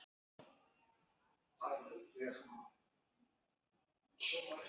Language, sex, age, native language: Icelandic, male, 9, Icelandic